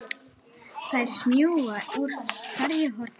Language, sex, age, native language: Icelandic, female, 9, Icelandic